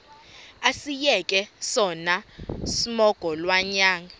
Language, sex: Xhosa, female